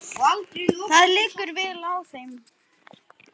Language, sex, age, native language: Icelandic, male, 10, Icelandic